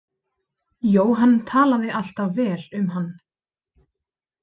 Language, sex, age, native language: Icelandic, female, 30-39, Icelandic